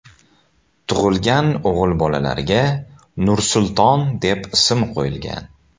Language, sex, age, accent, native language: Uzbek, male, 18-24, Samarqand, Uzbek